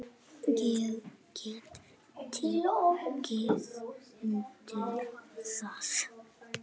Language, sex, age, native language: Icelandic, female, 8, Icelandic